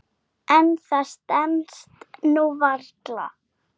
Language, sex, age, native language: Icelandic, female, 7, Icelandic